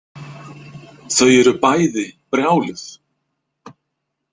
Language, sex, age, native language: Icelandic, male, 50-59, Icelandic